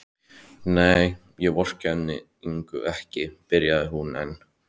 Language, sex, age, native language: Icelandic, male, 13, Icelandic